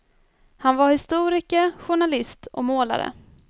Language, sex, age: Swedish, female, 24